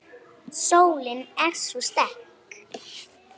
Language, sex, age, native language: Icelandic, female, 9, Icelandic